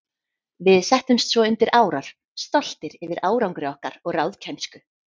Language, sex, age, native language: Icelandic, female, 30-39, Icelandic